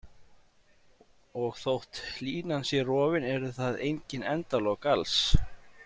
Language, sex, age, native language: Icelandic, male, 40-49, Icelandic